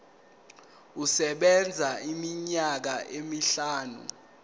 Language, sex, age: Zulu, male, 19